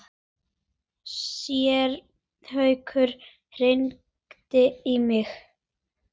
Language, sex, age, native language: Icelandic, male, 9, Icelandic